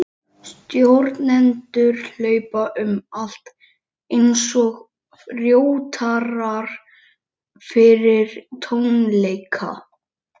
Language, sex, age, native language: Icelandic, male, 11, Icelandic